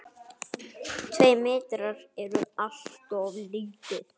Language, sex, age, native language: Icelandic, male, 9, Icelandic